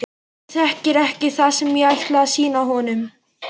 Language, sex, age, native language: Icelandic, male, 11, Icelandic